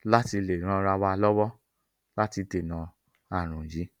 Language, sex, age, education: Yoruba, male, 30-45, tertiary